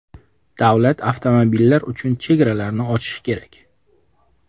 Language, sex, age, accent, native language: Uzbek, male, 25-34, Jizzax, Uzbek